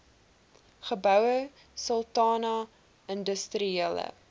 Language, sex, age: Afrikaans, female, 20